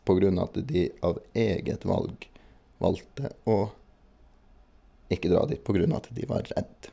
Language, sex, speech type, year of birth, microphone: Norwegian, male, spontaneous, 1983, Shure